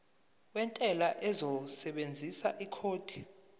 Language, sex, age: Zulu, male, 23